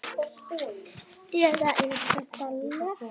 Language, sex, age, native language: Icelandic, male, 7, Icelandic